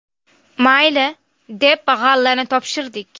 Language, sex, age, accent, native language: Uzbek, female, 19-29, Namangan, Uzbek